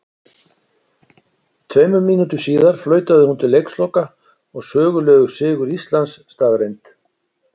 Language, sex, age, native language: Icelandic, male, 60-69, Icelandic